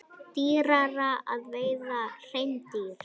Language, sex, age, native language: Icelandic, female, 21, Icelandic